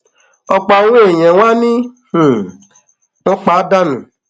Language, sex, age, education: Yoruba, male, 15-29, tertiary